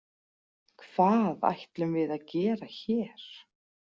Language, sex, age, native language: Icelandic, female, 40-49, Icelandic